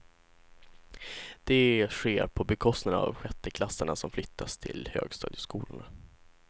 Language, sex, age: Swedish, male, 16